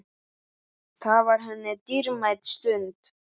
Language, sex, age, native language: Icelandic, male, 8, Icelandic